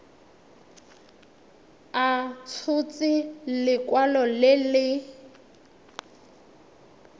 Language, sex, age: Tswana, female, 21